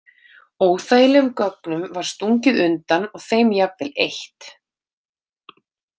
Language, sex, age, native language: Icelandic, female, 30-39, Icelandic